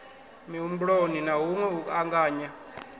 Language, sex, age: Venda, male, 21